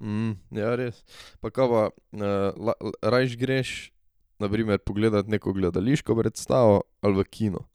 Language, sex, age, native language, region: Slovenian, male, 18-29, Slovenian, Drava region